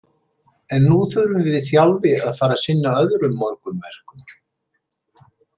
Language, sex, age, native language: Icelandic, male, 70-79, Icelandic